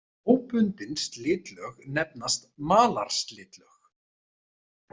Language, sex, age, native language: Icelandic, male, 30-39, Icelandic